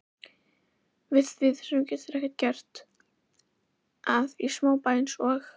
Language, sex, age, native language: Icelandic, female, 11, Icelandic